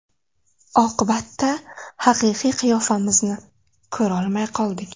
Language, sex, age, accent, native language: Uzbek, female, 18-24, Navoiy, Uzbek